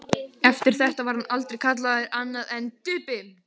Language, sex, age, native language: Icelandic, male, 12, Icelandic